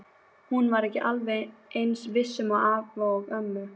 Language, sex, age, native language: Icelandic, female, 12, Icelandic